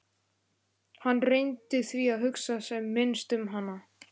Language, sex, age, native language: Icelandic, male, 11, Icelandic